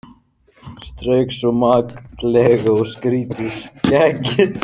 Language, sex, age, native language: Icelandic, male, 14, Icelandic